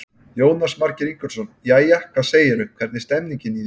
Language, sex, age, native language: Icelandic, male, 30-39, Icelandic